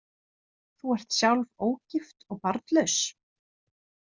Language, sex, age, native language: Icelandic, female, 30-39, Icelandic